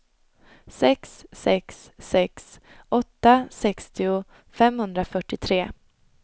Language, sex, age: Swedish, female, 22